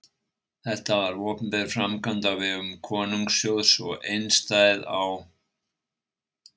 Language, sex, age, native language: Icelandic, male, 60-69, Icelandic